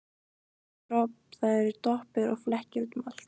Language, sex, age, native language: Icelandic, female, 15, Icelandic